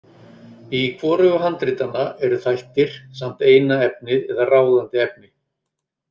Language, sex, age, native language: Icelandic, male, 30-39, Icelandic